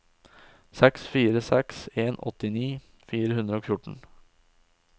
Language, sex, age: Norwegian, male, 20